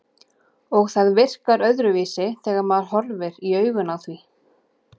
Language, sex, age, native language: Icelandic, female, 30-39, Icelandic